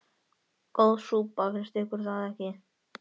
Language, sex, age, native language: Icelandic, male, 13, Icelandic